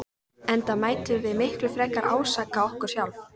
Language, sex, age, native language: Icelandic, female, 14, Icelandic